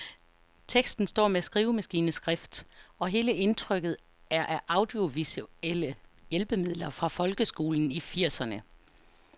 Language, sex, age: Danish, female, 49